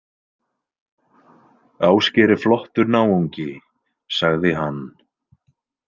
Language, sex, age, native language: Icelandic, male, 20-29, Icelandic